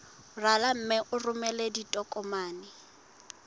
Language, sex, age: Southern Sotho, female, 19